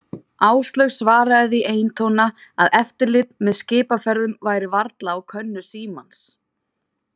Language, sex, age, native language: Icelandic, female, 20-29, Icelandic